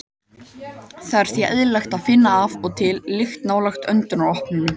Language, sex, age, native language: Icelandic, male, 18-19, Icelandic